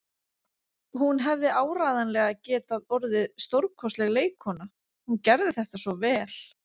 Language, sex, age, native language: Icelandic, female, 30-39, Icelandic